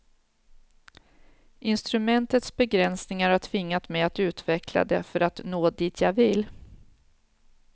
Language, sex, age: Swedish, female, 46